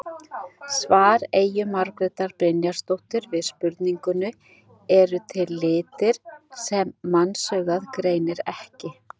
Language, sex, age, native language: Icelandic, female, 60-69, Icelandic